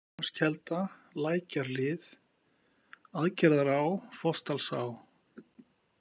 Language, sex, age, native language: Icelandic, male, 50-59, Icelandic